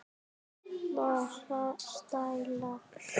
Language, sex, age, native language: Icelandic, female, 9, Icelandic